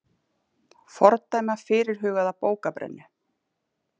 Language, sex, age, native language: Icelandic, female, 30-39, Icelandic